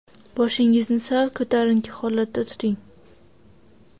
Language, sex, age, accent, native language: Uzbek, female, 18-24, Xorazm, Uzbek